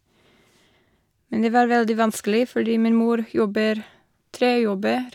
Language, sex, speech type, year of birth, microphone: Norwegian, female, spontaneous, 1987, Shure